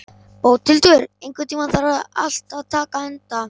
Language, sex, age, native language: Icelandic, male, 11, Icelandic